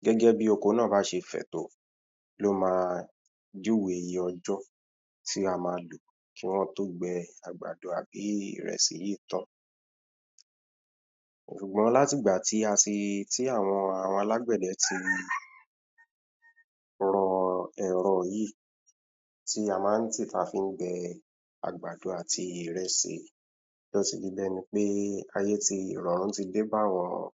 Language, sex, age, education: Yoruba, male, 15-29, tertiary